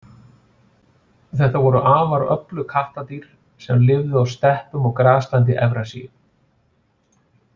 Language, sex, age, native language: Icelandic, male, 40-49, Icelandic